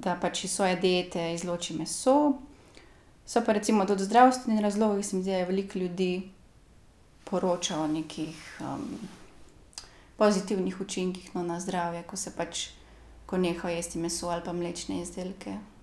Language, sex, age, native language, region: Slovenian, female, 18-29, Slovenian, Gorica region